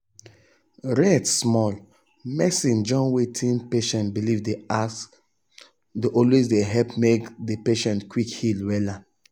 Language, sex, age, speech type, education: Nigerian Pidgin, male, 30-45, spontaneous, tertiary